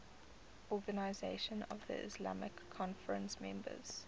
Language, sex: English, female